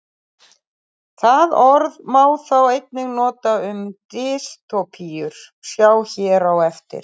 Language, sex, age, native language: Icelandic, female, 30-39, Icelandic